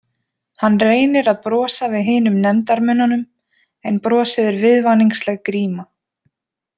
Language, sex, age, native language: Icelandic, female, 20-29, Icelandic